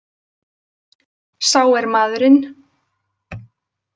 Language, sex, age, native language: Icelandic, female, 20-29, Icelandic